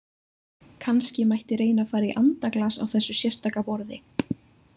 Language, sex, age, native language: Icelandic, female, 20-29, Icelandic